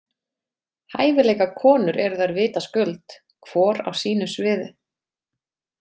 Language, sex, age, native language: Icelandic, female, 30-39, Icelandic